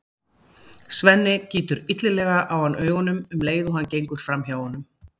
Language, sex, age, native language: Icelandic, female, 50-59, Icelandic